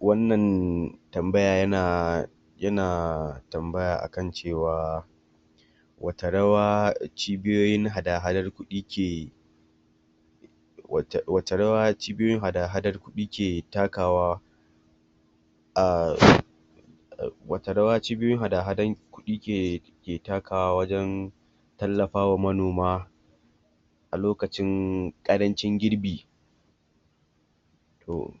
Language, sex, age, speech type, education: Hausa, male, 46-60, spontaneous, tertiary